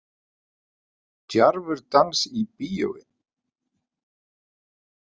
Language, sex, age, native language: Icelandic, male, 50-59, Icelandic